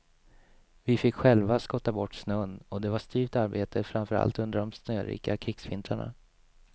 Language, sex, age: Swedish, male, 27